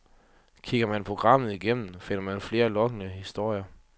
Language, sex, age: Danish, male, 30